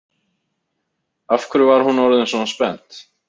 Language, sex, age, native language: Icelandic, male, 30-39, Icelandic